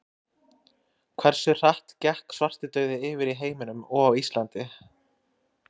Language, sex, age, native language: Icelandic, male, 20-29, Icelandic